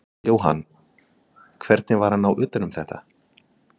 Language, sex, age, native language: Icelandic, male, 30-39, Icelandic